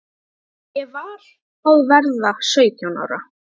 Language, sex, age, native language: Icelandic, female, 12, Icelandic